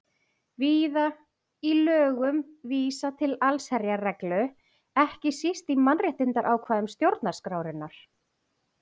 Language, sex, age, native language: Icelandic, female, 40-49, Icelandic